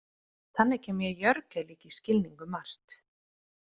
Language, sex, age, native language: Icelandic, female, 30-39, Icelandic